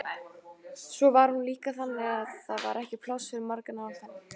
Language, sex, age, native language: Icelandic, female, 18-19, Icelandic